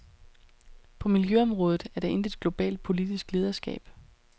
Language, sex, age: Danish, female, 31